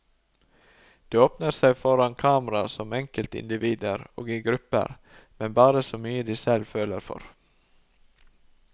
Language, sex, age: Norwegian, male, 39